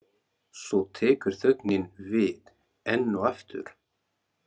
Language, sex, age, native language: Icelandic, male, 40-49, Arabic